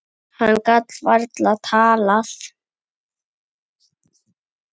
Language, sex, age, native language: Icelandic, female, 9, Icelandic